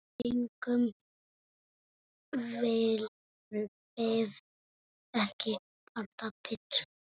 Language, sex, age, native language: Icelandic, male, 6, Icelandic